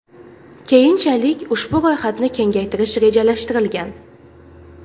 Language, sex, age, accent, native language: Uzbek, female, 19-29, Farg'ona, Uzbek